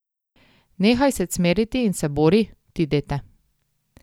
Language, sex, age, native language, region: Slovenian, female, 18-29, Slovenian, Drava region